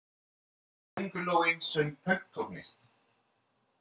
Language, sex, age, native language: Icelandic, male, 30-39, French